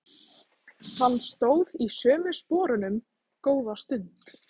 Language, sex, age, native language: Icelandic, female, 15, Icelandic